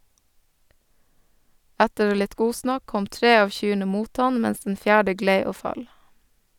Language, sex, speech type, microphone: Norwegian, female, read, Sennheiser